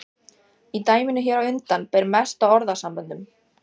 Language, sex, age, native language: Icelandic, female, 14, Icelandic